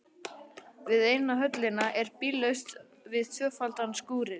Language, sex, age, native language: Icelandic, male, 11, Icelandic